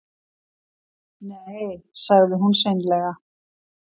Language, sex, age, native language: Icelandic, female, 50-59, Icelandic